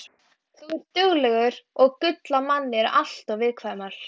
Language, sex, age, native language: Icelandic, female, 12, Icelandic